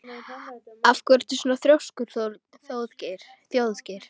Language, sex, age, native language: Icelandic, female, 12, Icelandic